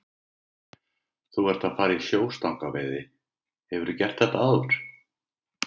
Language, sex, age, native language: Icelandic, male, 50-59, Icelandic